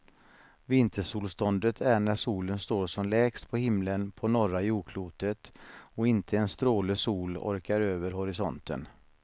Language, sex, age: Swedish, male, 49